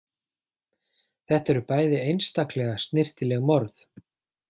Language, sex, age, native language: Icelandic, male, 40-49, Icelandic